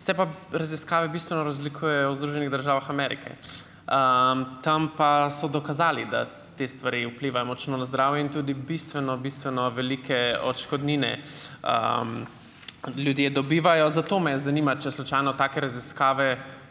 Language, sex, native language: Slovenian, male, Slovenian